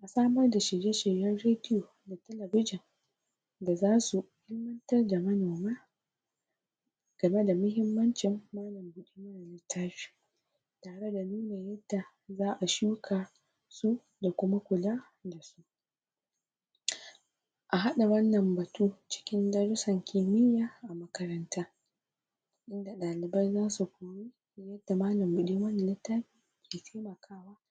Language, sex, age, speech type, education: Hausa, female, 46-60, spontaneous, primary